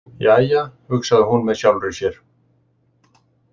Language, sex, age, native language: Icelandic, male, 60-69, Icelandic